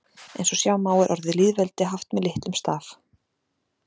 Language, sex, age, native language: Icelandic, female, 40-49, Icelandic